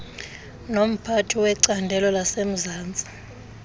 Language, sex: Xhosa, male